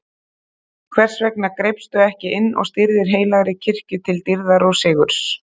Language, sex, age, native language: Icelandic, female, 30-39, Icelandic